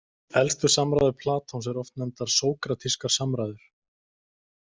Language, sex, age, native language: Icelandic, male, 20-29, Icelandic